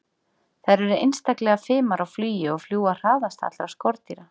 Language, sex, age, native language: Icelandic, female, 40-49, Icelandic